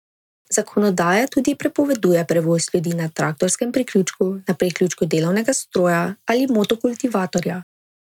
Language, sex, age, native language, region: Slovenian, female, 18-29, Slovenian, Drava region